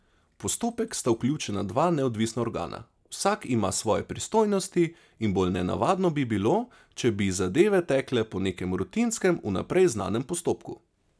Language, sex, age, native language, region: Slovenian, male, 30-49, Slovenian, Savinja region